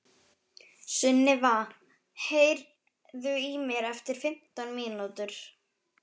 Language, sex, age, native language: Icelandic, female, 11, Icelandic